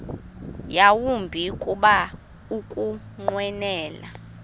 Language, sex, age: Xhosa, female, 20